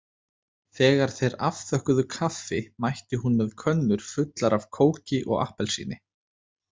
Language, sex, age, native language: Icelandic, male, 30-39, Icelandic